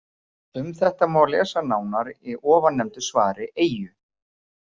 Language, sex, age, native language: Icelandic, male, 40-49, Icelandic